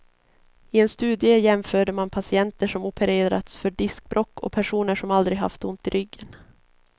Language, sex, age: Swedish, female, 22